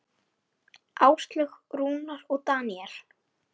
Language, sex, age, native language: Icelandic, female, 10, Icelandic